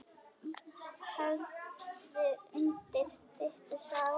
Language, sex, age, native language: Icelandic, female, 9, Icelandic